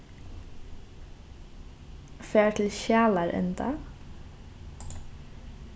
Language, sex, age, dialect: Faroese, female, 15-35, Norðurstreymoy/Eysturoy